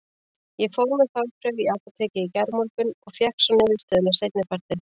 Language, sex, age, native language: Icelandic, female, 40-49, Icelandic